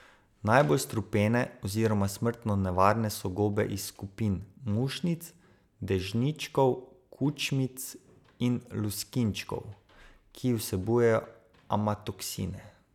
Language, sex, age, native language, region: Slovenian, male, 30-49, Slovenian, Savinja region